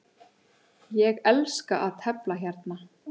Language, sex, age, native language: Icelandic, male, 8, Icelandic